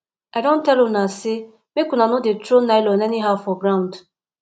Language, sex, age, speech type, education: Nigerian Pidgin, female, 15-29, spontaneous, tertiary